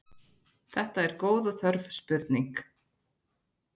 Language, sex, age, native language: Icelandic, female, 30-39, Icelandic